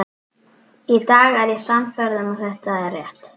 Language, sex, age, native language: Icelandic, female, 12, Icelandic